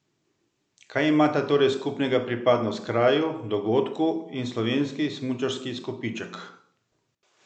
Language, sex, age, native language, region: Slovenian, male, 50-59, Slovenian, Central Slovenia